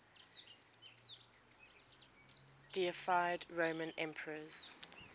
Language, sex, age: English, female, 20